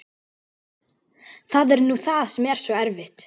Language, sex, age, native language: Icelandic, female, 12, Icelandic